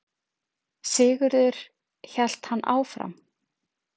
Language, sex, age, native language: Icelandic, female, 30-39, Icelandic